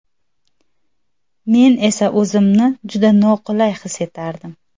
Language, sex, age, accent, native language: Uzbek, female, 19-29, Xorazm, Uzbek